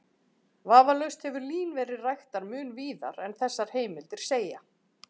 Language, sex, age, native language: Icelandic, female, 40-49, Icelandic